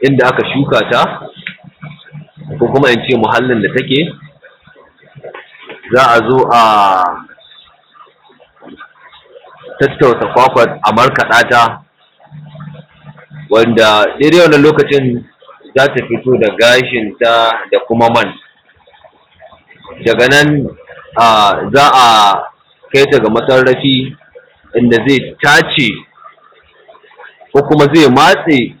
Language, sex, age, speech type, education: Hausa, male, 15-29, spontaneous, tertiary